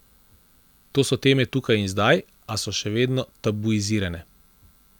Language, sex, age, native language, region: Slovenian, male, 30-49, Slovenian, Central Slovenia